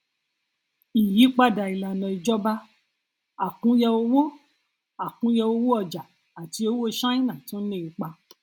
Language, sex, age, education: Yoruba, female, 30-45, tertiary